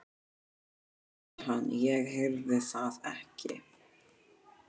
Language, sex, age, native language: Icelandic, female, 11, Icelandic